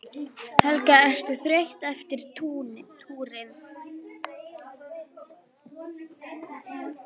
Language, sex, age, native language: Icelandic, female, 9, Icelandic